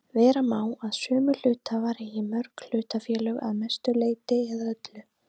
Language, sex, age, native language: Icelandic, female, 30-39, Icelandic